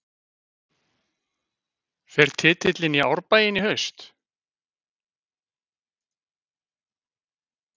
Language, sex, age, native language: Icelandic, male, 50-59, Icelandic